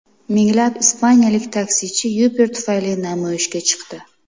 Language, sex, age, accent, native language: Uzbek, female, 25-34, Namangan, Uzbek